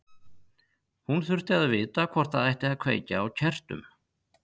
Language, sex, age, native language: Icelandic, male, 50-59, Icelandic